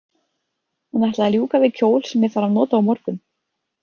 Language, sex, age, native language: Icelandic, female, 30-39, Icelandic